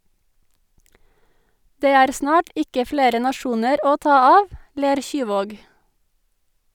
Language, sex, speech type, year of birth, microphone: Norwegian, female, read, 1984, Sennheiser